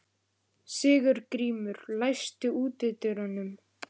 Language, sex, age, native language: Icelandic, male, 11, Icelandic